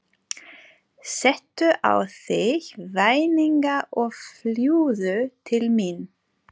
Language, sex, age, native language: Icelandic, female, 40-49, German